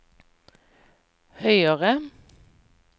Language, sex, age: Norwegian, female, 45